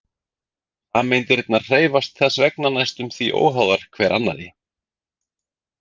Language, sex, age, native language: Icelandic, male, 40-49, Icelandic